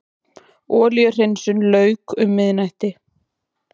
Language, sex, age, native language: Icelandic, female, 20-29, Icelandic